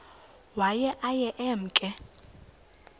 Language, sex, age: Xhosa, female, 20